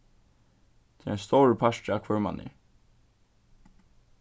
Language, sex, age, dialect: Faroese, male, 15-35, Suðurstreymoy